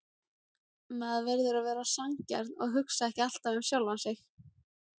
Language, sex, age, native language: Icelandic, female, 17, Icelandic